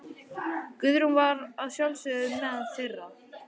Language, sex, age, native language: Icelandic, male, 11, Icelandic